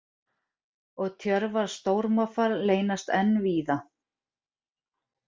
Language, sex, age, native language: Icelandic, female, 40-49, Icelandic